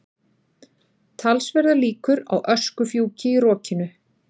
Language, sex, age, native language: Icelandic, female, 40-49, Icelandic